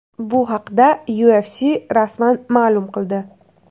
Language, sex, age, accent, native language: Uzbek, female, 18-24, Navoiy, Uzbek